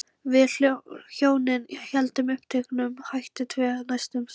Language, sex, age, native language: Icelandic, female, 11, Icelandic